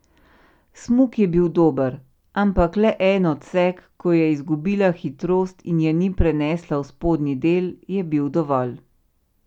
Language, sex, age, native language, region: Slovenian, female, 50-59, Slovenian, Central Slovenia